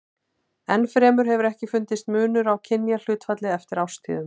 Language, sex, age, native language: Icelandic, female, 40-49, Icelandic